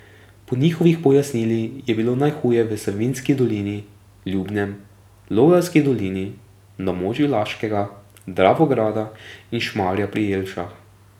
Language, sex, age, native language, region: Slovenian, male, 18-29, Slovenian, Drava region